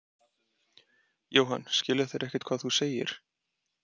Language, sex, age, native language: Icelandic, male, 30-39, Icelandic